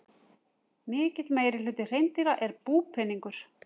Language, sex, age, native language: Icelandic, female, 40-49, Icelandic